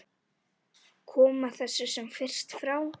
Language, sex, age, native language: Icelandic, female, 10, Icelandic